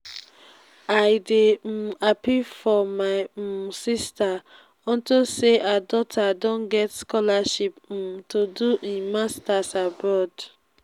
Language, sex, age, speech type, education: Nigerian Pidgin, female, 15-29, spontaneous, tertiary